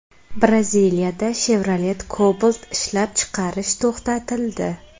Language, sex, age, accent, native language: Uzbek, female, 18-24, Navoiy, Uzbek